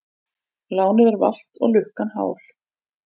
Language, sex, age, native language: Icelandic, female, 40-49, Icelandic